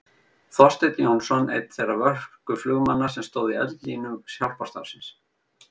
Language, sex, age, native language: Icelandic, male, 50-59, Icelandic